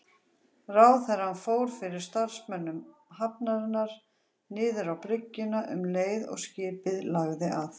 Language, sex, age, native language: Icelandic, female, 40-49, Icelandic